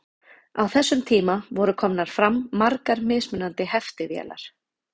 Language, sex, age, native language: Icelandic, female, 30-39, Icelandic